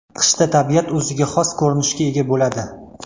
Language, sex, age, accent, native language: Uzbek, male, 19-29, Toshkent viloyati, Uzbek